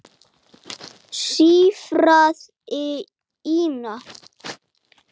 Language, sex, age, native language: Icelandic, male, 8, Icelandic